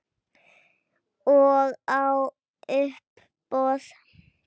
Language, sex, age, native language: Icelandic, female, 10, Icelandic